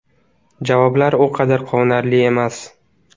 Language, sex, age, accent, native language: Uzbek, male, under 19, Navoiy, Uzbek